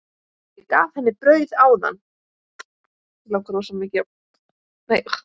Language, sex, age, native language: Icelandic, female, 10, Icelandic